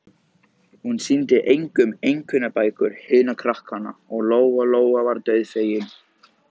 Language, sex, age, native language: Icelandic, male, 14, Icelandic